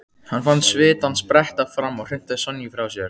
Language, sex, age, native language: Icelandic, male, 15, Icelandic